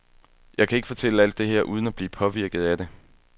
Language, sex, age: Danish, male, 21